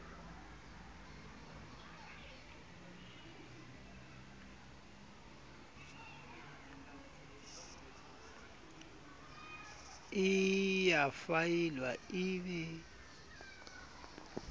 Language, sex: Southern Sotho, male